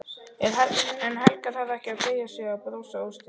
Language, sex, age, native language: Icelandic, male, 12, Icelandic